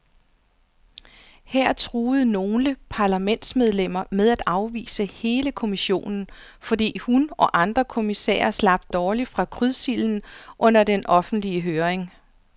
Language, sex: Danish, female